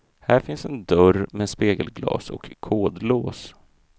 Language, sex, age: Swedish, male, 32